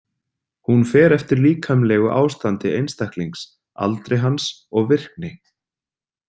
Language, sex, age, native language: Icelandic, female, 30-39, Icelandic